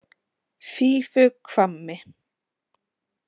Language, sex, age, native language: Icelandic, female, 30-39, Icelandic